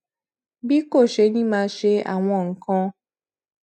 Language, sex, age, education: Yoruba, female, 15-29, secondary